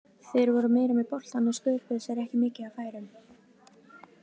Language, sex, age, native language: Icelandic, female, 20-29, Icelandic